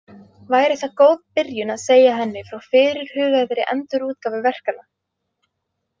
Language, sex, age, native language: Icelandic, female, 20-29, Icelandic